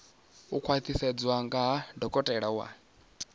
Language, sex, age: Venda, male, 19